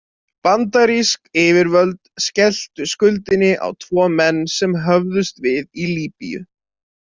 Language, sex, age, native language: Icelandic, male, 20-29, Icelandic